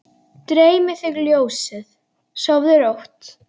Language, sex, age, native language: Icelandic, female, 10, Icelandic